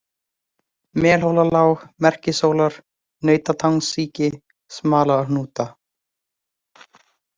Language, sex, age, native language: Icelandic, female, 18-19, Icelandic